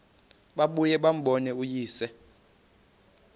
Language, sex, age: Xhosa, male, 28